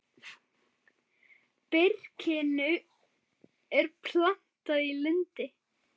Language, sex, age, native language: Icelandic, male, 7, Icelandic